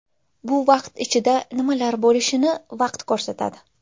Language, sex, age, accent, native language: Uzbek, female, 19-29, Jizzax, Uzbek